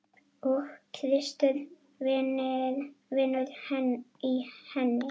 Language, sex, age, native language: Icelandic, female, 9, Icelandic